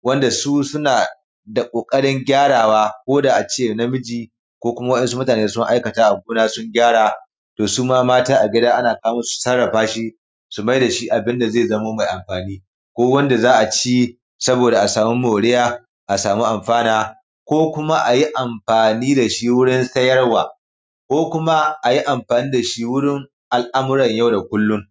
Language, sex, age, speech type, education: Hausa, male, 30-45, spontaneous, primary